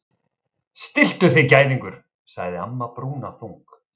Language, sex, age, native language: Icelandic, male, 30-39, Icelandic